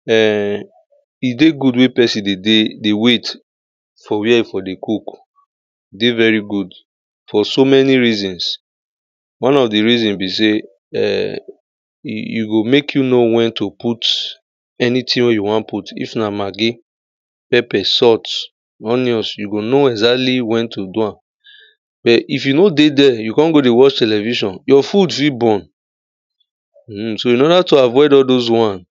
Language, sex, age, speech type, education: Nigerian Pidgin, male, 30-45, spontaneous, primary